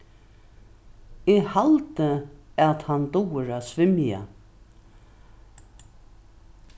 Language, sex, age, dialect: Faroese, female, 61+, Norðuroyggjar